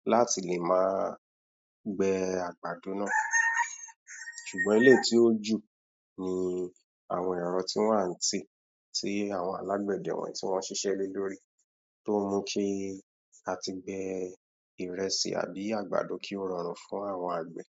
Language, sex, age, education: Yoruba, male, 15-29, tertiary